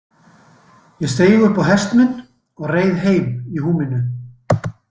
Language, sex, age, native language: Icelandic, male, 60-69, Icelandic